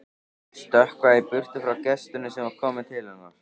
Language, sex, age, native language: Icelandic, male, 13, Icelandic